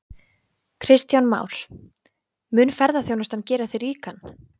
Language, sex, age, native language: Icelandic, female, 20-29, Icelandic